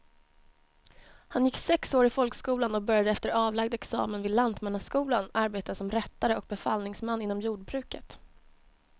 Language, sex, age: Swedish, female, 20